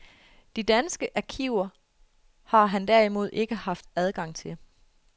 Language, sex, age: Danish, female, 33